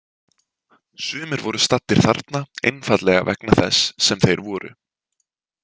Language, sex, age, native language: Icelandic, male, 20-29, Icelandic